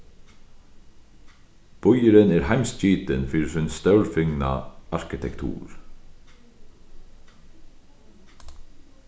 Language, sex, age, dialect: Faroese, male, 36-60, Sandoy